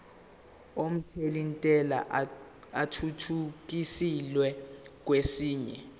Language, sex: Zulu, male